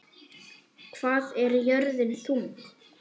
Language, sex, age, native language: Icelandic, male, 9, Icelandic